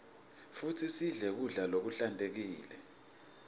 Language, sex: Swati, male